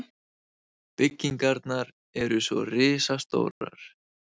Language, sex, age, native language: Icelandic, male, 20-29, Icelandic